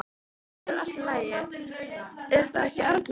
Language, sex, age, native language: Icelandic, female, 13, Icelandic